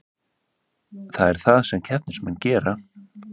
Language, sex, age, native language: Icelandic, male, 30-39, Icelandic